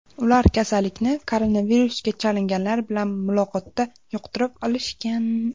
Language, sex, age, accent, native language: Uzbek, female, under 19, Andijon, Uzbek